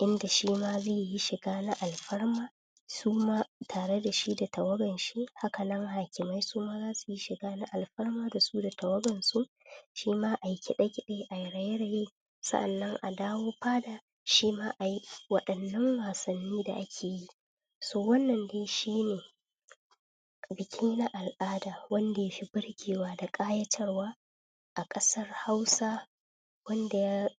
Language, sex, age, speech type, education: Hausa, female, 30-45, spontaneous, tertiary